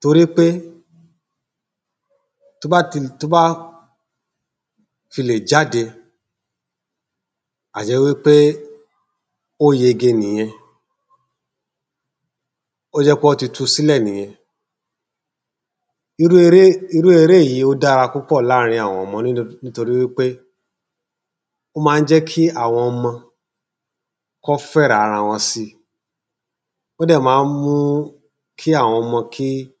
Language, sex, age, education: Yoruba, male, 30-45, tertiary